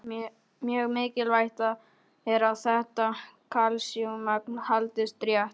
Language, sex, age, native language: Icelandic, male, 12, Polish